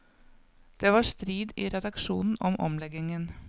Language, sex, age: Norwegian, female, 55